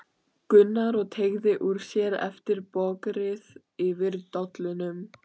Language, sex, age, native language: Icelandic, female, 12, Icelandic